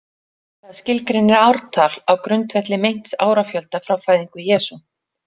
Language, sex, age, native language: Icelandic, female, 40-49, Icelandic